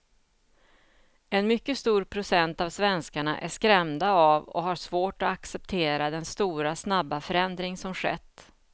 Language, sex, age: Swedish, female, 49